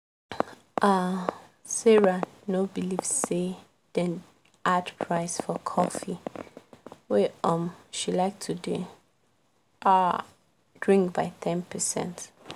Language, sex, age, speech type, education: Nigerian Pidgin, female, 15-29, spontaneous, tertiary